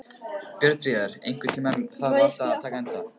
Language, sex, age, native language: Icelandic, male, 15, Icelandic